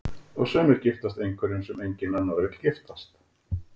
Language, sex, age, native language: Icelandic, female, 40-49, Icelandic